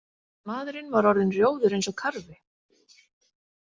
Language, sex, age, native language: Icelandic, female, 40-49, Icelandic